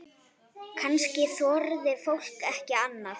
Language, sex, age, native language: Icelandic, female, 8, Icelandic